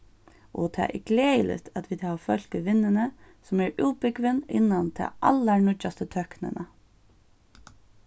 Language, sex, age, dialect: Faroese, female, 15-35, Suðurstreymoy